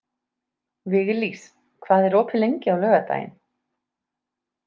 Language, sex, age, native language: Icelandic, female, 30-39, Icelandic